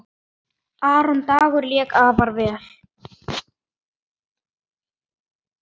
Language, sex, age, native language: Icelandic, male, 9, Icelandic